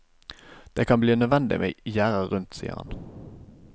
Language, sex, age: Norwegian, male, 25